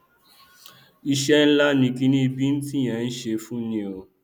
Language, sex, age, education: Yoruba, male, 15-29, tertiary